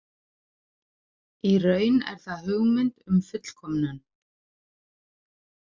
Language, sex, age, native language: Icelandic, female, 40-49, Icelandic